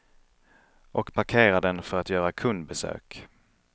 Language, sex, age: Swedish, male, 31